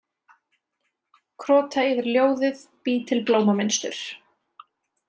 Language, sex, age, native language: Icelandic, female, 20-29, Icelandic